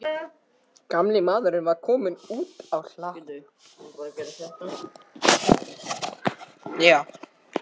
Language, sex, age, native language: Icelandic, other, 60-69, Russian